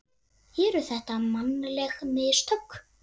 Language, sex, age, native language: Icelandic, female, 8, Icelandic